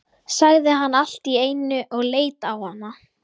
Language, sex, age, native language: Icelandic, female, 11, Icelandic